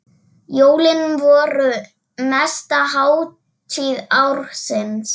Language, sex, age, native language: Icelandic, female, 7, Icelandic